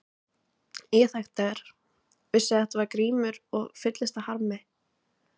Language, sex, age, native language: Icelandic, other, 20-29, Icelandic